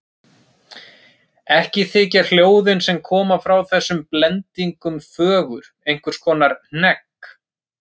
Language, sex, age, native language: Icelandic, male, 30-39, Icelandic